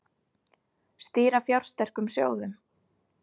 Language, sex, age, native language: Icelandic, female, 30-39, Icelandic